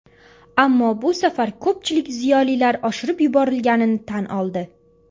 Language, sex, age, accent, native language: Uzbek, female, under 19, Farg'ona, Uzbek